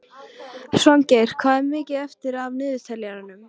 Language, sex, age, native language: Icelandic, female, 13, Icelandic